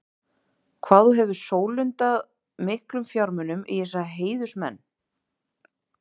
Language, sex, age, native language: Icelandic, female, 30-39, Icelandic